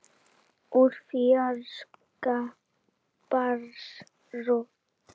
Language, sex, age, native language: Icelandic, female, 8, Icelandic